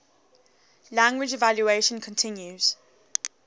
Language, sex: English, female